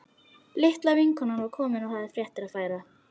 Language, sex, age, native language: Icelandic, female, 12, Icelandic